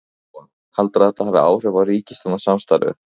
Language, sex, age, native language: Icelandic, male, 15, Icelandic